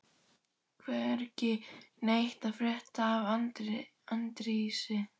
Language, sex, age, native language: Icelandic, female, 12, Icelandic